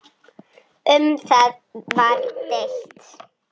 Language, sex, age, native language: Icelandic, female, 10, Icelandic